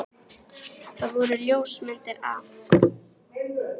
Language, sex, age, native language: Icelandic, female, 18-19, Icelandic